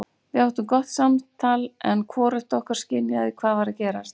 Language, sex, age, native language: Icelandic, female, 40-49, Icelandic